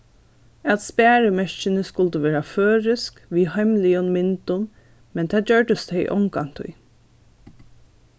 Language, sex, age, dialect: Faroese, female, 15-35, Norðurstreymoy/Eysturoy